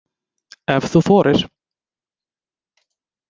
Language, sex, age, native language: Icelandic, male, 20-29, Icelandic